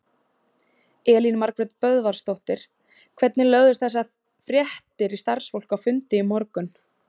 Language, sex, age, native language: Icelandic, female, 20-29, Icelandic